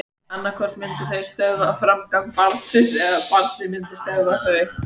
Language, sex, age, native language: Icelandic, female, 18-19, Icelandic